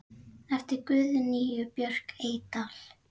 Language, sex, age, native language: Icelandic, female, 10, Icelandic